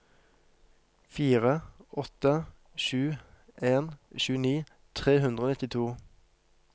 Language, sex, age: Norwegian, male, 23